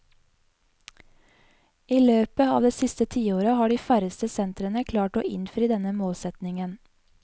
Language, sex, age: Norwegian, female, 20